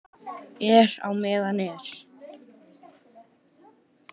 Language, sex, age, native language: Icelandic, male, 10, Icelandic